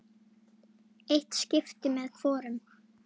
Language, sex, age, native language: Icelandic, female, 8, Icelandic